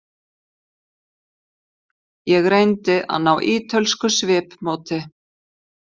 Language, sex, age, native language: Icelandic, female, 50-59, Icelandic